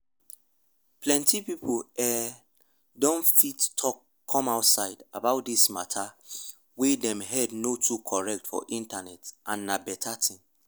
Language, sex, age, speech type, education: Nigerian Pidgin, male, 15-29, spontaneous, tertiary